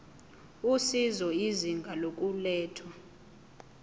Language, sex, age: Zulu, female, 20